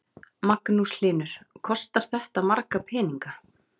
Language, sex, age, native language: Icelandic, female, 30-39, Icelandic